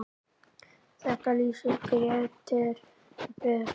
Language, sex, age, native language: Icelandic, male, 10, Icelandic